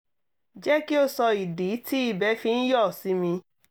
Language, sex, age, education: Yoruba, female, 30-45, tertiary